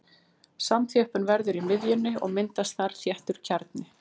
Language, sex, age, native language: Icelandic, female, 40-49, Icelandic